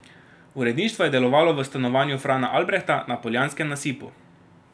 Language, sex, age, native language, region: Slovenian, male, 18-29, Slovenian, Drava region